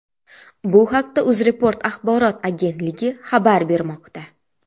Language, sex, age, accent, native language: Uzbek, female, 25-34, Xorazm, Uzbek